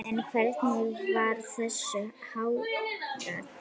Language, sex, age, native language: Icelandic, female, 9, Icelandic